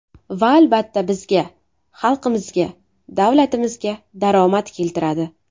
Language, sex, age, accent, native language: Uzbek, female, 18-24, Navoiy, Uzbek